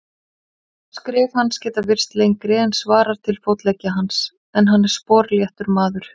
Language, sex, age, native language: Icelandic, female, 40-49, Icelandic